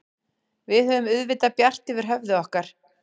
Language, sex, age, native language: Icelandic, female, 11, Icelandic